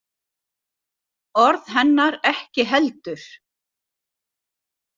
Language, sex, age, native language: Icelandic, female, 60-69, Icelandic